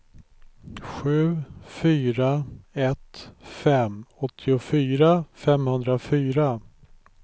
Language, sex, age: Swedish, male, 43